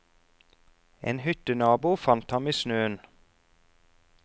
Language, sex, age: Norwegian, male, 34